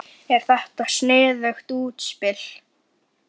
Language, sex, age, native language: Icelandic, male, 10, Icelandic